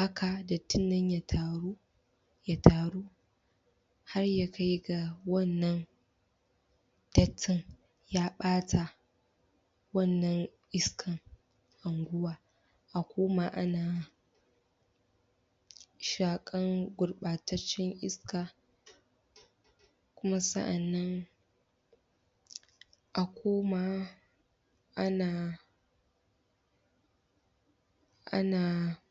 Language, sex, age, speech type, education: Hausa, female, 15-29, spontaneous, tertiary